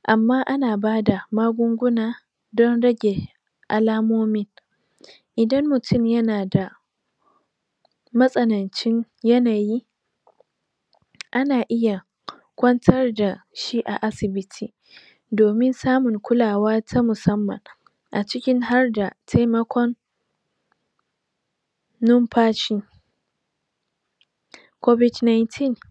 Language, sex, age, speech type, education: Hausa, female, 46-60, spontaneous, tertiary